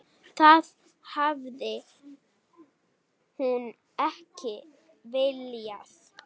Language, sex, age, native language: Icelandic, female, 8, Icelandic